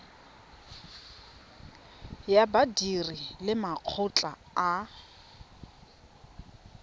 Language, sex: Tswana, female